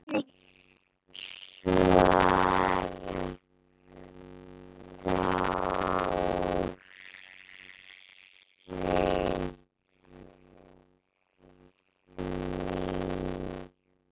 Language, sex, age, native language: Icelandic, female, 8, Icelandic